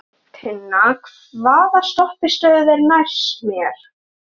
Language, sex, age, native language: Icelandic, male, 13, Icelandic